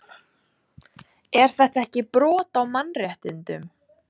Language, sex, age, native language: Icelandic, female, 14, Icelandic